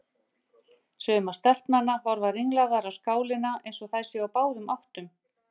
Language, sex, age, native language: Icelandic, female, 50-59, Icelandic